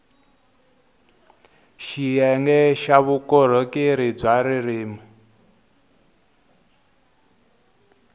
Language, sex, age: Tsonga, male, 22